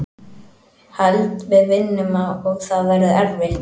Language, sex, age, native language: Icelandic, male, 18-19, Icelandic